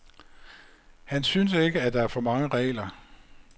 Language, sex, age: Danish, male, 56